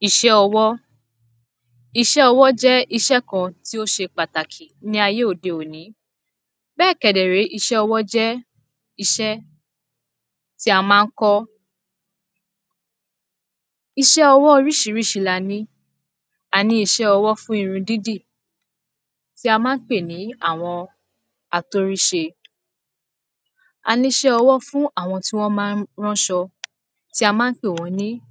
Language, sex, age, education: Yoruba, female, 15-29, secondary